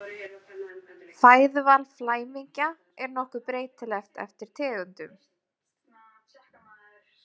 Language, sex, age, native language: Icelandic, female, 20-29, Icelandic